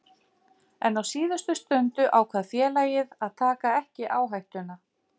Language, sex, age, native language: Icelandic, female, 50-59, Icelandic